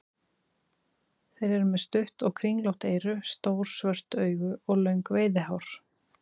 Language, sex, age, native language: Icelandic, female, 30-39, Icelandic